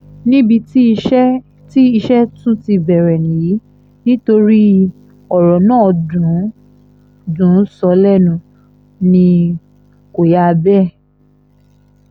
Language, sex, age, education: Yoruba, female, 15-29, tertiary